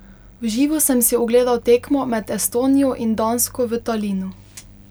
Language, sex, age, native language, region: Slovenian, female, 18-29, Slovenian, Pomurje region